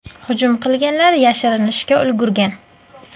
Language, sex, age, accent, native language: Uzbek, female, 19-29, Qashqadaryo, Uzbek